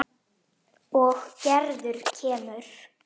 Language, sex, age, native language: Icelandic, female, 8, Icelandic